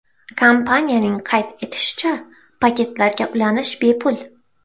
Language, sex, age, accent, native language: Uzbek, female, 18-24, Xorazm, Uzbek